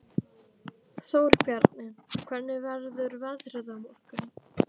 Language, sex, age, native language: Icelandic, female, 12, Icelandic